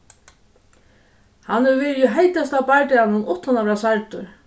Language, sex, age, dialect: Faroese, female, 36-60, Suðuroy